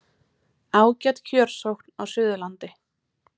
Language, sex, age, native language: Icelandic, female, 30-39, Icelandic